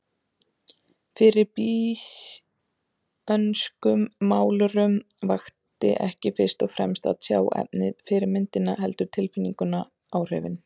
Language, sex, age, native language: Icelandic, female, 30-39, Icelandic